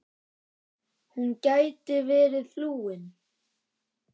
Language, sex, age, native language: Icelandic, female, 9, Icelandic